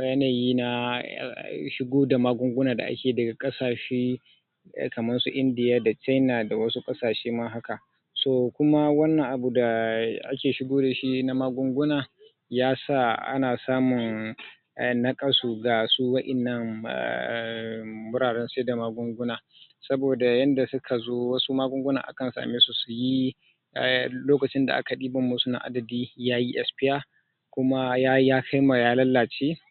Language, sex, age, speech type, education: Hausa, male, 30-45, spontaneous, tertiary